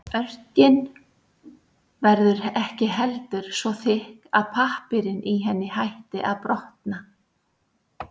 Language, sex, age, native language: Icelandic, female, 60-69, Icelandic